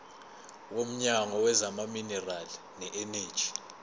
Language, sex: Zulu, male